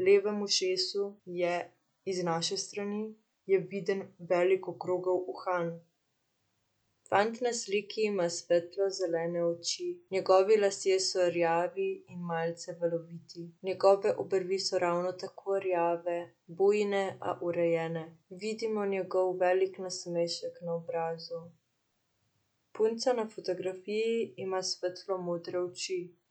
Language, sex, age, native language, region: Slovenian, female, 18-29, Slovenian, Central Slovenia